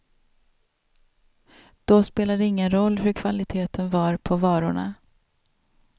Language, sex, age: Swedish, female, 27